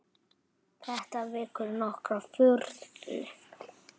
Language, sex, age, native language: Icelandic, male, 10, Icelandic